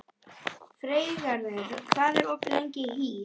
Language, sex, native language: Icelandic, male, Icelandic